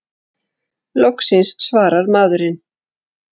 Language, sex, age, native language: Icelandic, female, 40-49, Icelandic